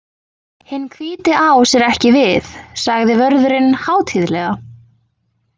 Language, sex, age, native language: Icelandic, female, 20-29, Icelandic